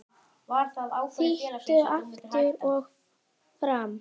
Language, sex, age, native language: Icelandic, male, 10, Icelandic